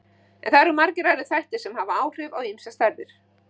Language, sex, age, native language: Icelandic, female, 50-59, Icelandic